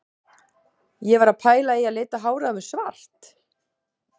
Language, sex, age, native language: Icelandic, female, 40-49, Icelandic